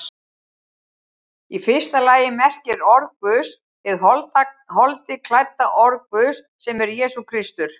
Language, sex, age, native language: Icelandic, female, 60-69, Icelandic